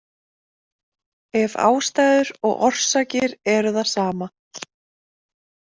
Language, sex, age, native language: Icelandic, female, 30-39, Icelandic